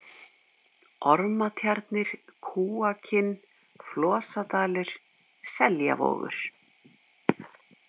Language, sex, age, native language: Icelandic, female, 50-59, Icelandic